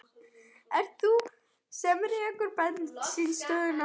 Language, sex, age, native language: Icelandic, female, 11, German